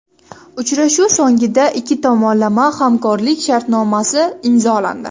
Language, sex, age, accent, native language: Uzbek, female, 18-24, Toshkent shahri, Uzbek